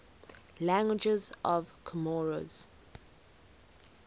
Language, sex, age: English, female, 19